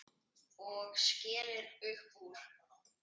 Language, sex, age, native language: Icelandic, male, 10, Icelandic